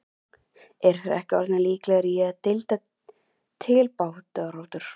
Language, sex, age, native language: Icelandic, female, 11, Icelandic